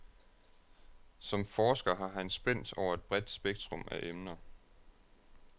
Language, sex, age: Danish, male, 36